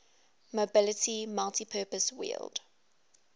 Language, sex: English, female